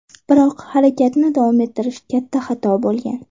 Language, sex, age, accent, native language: Uzbek, female, 18-24, Toshkent shahri, Uzbek